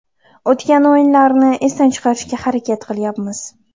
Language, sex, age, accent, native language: Uzbek, female, 12-17, Toshkent viloyati, Uzbek